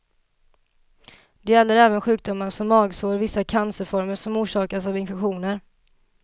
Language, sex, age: Swedish, female, 27